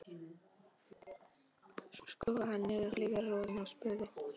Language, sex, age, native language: Icelandic, female, 13, Polish